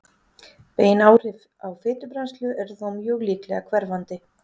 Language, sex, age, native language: Icelandic, female, 40-49, Icelandic